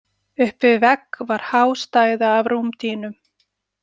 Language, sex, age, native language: Icelandic, female, 40-49, Icelandic